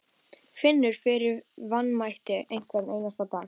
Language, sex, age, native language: Icelandic, female, 12, Icelandic